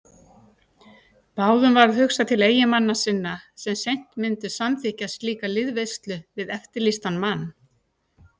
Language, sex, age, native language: Icelandic, female, 60-69, Icelandic